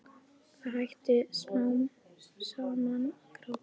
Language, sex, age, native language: Icelandic, female, 11, Icelandic